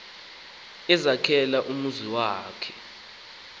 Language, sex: Xhosa, male